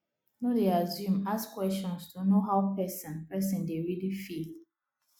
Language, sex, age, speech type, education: Nigerian Pidgin, female, 30-45, spontaneous, tertiary